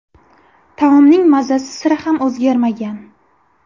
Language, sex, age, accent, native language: Uzbek, female, 18-24, Buxoro, Uzbek